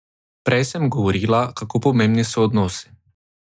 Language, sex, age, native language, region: Slovenian, male, 18-29, Slovenian, Drava region